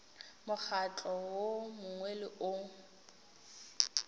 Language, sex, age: Northern Sotho, female, 19